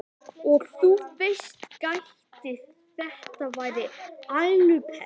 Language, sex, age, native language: Icelandic, male, 11, Icelandic